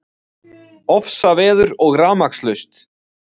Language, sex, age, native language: Icelandic, male, 20-29, Icelandic